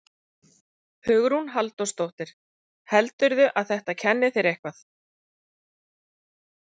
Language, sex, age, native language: Icelandic, female, 40-49, Icelandic